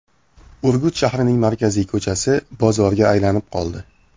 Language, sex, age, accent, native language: Uzbek, male, 18-24, Farg'ona, Uzbek